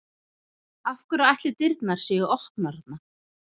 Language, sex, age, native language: Icelandic, female, 11, Icelandic